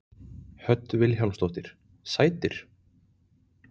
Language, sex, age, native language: Icelandic, male, 20-29, Icelandic